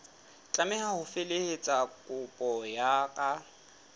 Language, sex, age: Southern Sotho, male, 18